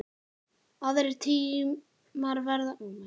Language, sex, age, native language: Icelandic, male, 9, Icelandic